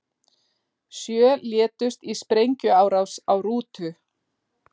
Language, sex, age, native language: Icelandic, female, 40-49, Icelandic